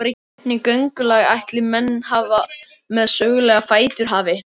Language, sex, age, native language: Icelandic, male, 13, Icelandic